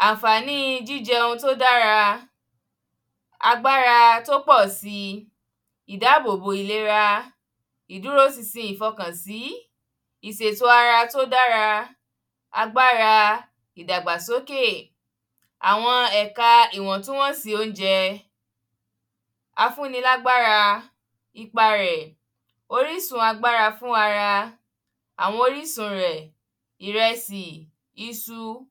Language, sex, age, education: Yoruba, female, 15-29, primary